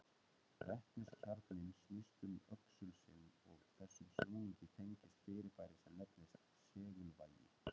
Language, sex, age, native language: Icelandic, male, 30-39, Icelandic